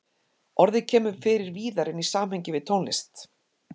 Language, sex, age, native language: Icelandic, female, 50-59, Icelandic